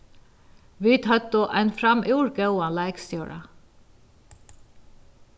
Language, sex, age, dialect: Faroese, female, 36-60, Vágar